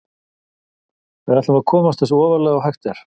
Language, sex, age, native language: Icelandic, male, 50-59, Icelandic